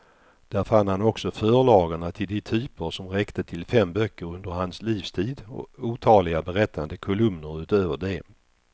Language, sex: Swedish, male